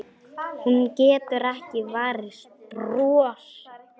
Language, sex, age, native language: Icelandic, male, 10, Polish